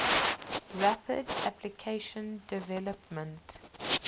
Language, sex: English, female